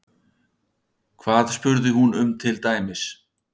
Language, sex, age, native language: Icelandic, male, 60-69, Icelandic